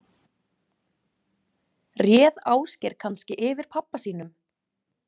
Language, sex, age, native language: Icelandic, female, 20-29, Icelandic